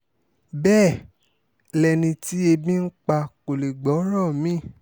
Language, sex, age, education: Yoruba, male, 15-29, tertiary